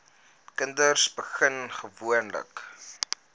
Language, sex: Afrikaans, male